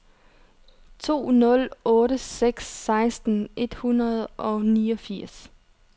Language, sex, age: Danish, female, 30